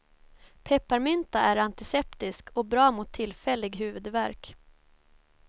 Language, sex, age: Swedish, female, 24